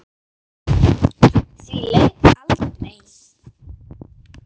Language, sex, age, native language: Icelandic, female, 7, Icelandic